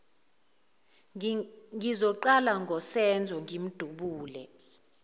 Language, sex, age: Zulu, female, 19